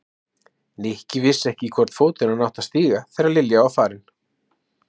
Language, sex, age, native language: Icelandic, male, 30-39, Icelandic